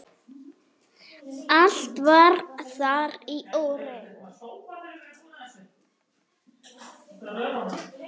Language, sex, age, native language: Icelandic, female, 7, Icelandic